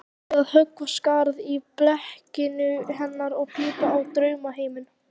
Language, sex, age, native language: Icelandic, female, 18-19, Icelandic